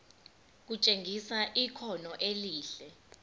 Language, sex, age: Zulu, female, 25